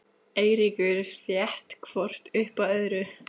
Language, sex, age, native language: Icelandic, female, 15, Icelandic